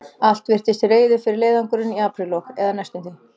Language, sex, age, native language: Icelandic, female, 40-49, Icelandic